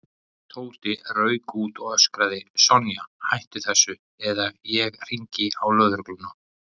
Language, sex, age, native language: Icelandic, male, 40-49, Icelandic